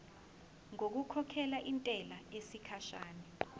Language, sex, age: Zulu, female, 20